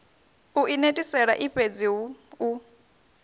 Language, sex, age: Venda, female, 21